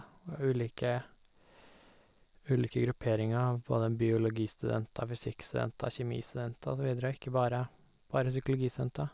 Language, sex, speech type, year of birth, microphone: Norwegian, male, spontaneous, 1988, Sennheiser